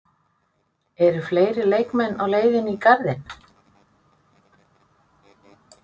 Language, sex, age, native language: Icelandic, female, 50-59, Icelandic